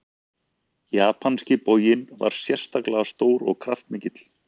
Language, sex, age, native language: Icelandic, male, 40-49, Icelandic